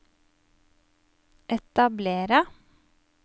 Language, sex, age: Norwegian, female, 27